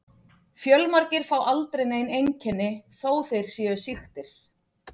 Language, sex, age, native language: Icelandic, female, 40-49, Icelandic